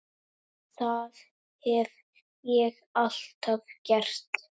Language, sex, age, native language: Icelandic, male, 9, Icelandic